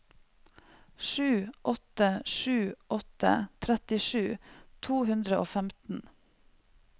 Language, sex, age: Norwegian, female, 45